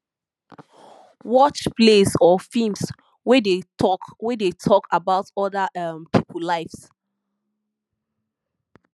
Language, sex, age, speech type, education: Nigerian Pidgin, female, 15-29, spontaneous, tertiary